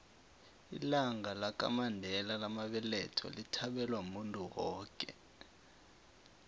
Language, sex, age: South Ndebele, male, 23